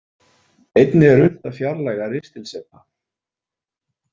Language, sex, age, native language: Icelandic, male, 40-49, Icelandic